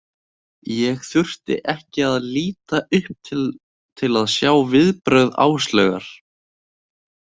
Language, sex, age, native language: Icelandic, male, 18-19, Icelandic